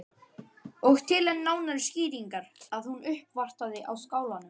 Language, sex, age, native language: Icelandic, male, 12, Icelandic